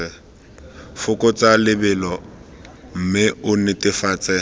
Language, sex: Tswana, male